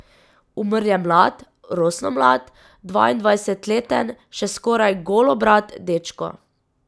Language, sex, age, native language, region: Slovenian, female, 18-29, Slovenian, Drava region